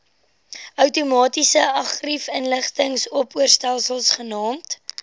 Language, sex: Afrikaans, female